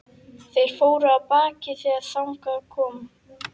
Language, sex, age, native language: Icelandic, female, 11, Icelandic